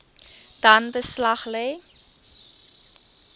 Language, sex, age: Afrikaans, female, 23